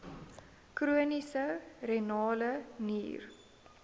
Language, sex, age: Afrikaans, female, 19